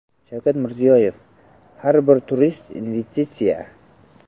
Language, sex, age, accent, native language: Uzbek, male, 12-17, Samarqand, Uzbek